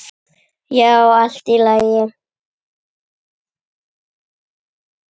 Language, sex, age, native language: Icelandic, female, 9, Icelandic